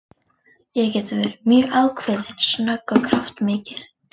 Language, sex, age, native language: Icelandic, female, 40-49, Icelandic